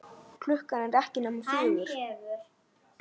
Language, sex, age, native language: Icelandic, male, 8, Icelandic